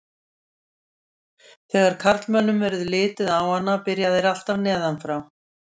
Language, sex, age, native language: Icelandic, female, 60-69, Icelandic